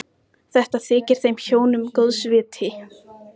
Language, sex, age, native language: Icelandic, male, 14, Icelandic